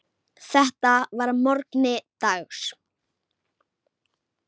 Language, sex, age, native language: Icelandic, female, 8, Icelandic